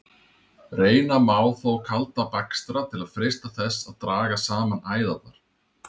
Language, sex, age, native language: Icelandic, male, 30-39, Icelandic